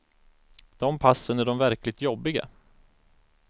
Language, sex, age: Swedish, male, 34